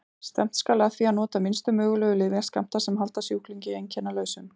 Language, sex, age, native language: Icelandic, female, 40-49, Icelandic